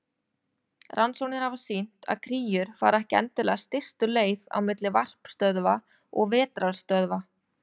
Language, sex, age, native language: Icelandic, female, 30-39, Icelandic